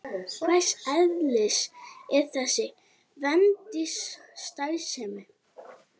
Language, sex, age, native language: Icelandic, female, 18-19, Icelandic